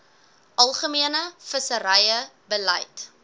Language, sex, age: Afrikaans, female, 18